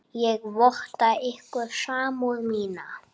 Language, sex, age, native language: Icelandic, male, 8, Icelandic